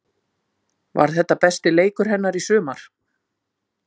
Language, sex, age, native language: Icelandic, female, 50-59, Icelandic